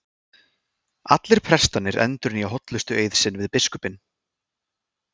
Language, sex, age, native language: Icelandic, male, 20-29, Icelandic